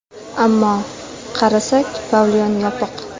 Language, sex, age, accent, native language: Uzbek, female, 18-24, Samarqand, Uzbek